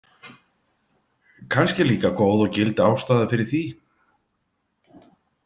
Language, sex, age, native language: Icelandic, male, 50-59, Icelandic